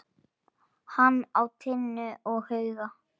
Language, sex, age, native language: Icelandic, male, 10, Icelandic